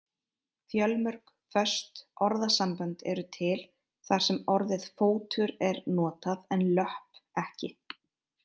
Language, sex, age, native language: Icelandic, female, 30-39, Icelandic